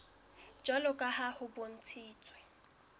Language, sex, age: Southern Sotho, female, 21